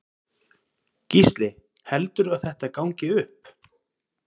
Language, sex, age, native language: Icelandic, male, 30-39, Icelandic